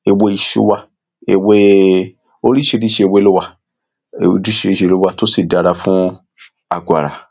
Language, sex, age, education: Yoruba, male, 30-45, secondary